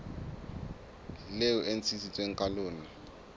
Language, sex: Southern Sotho, male